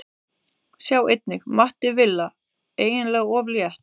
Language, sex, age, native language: Icelandic, female, 30-39, Icelandic